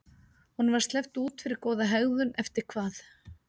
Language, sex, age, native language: Icelandic, female, 50-59, Icelandic